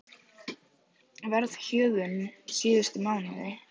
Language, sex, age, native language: Icelandic, female, 18-19, Icelandic